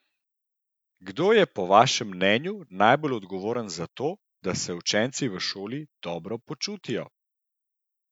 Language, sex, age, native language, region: Slovenian, male, 30-49, Slovenian, Central Slovenia